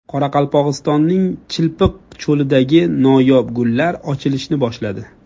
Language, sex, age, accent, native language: Uzbek, male, 25-34, Jizzax, Uzbek